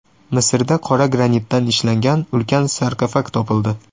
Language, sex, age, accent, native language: Uzbek, male, 18-24, Toshkent shahri, Uzbek